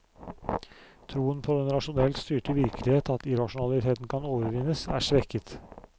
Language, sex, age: Norwegian, male, 44